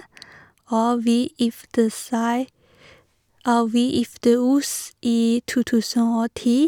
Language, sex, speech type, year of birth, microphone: Norwegian, female, spontaneous, 1986, Sennheiser